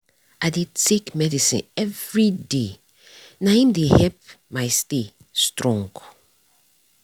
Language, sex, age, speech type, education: Nigerian Pidgin, female, 30-45, spontaneous, tertiary